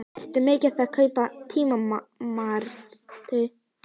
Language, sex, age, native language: Icelandic, female, 10, Icelandic